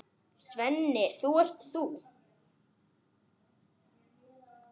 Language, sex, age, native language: Icelandic, male, 10, Icelandic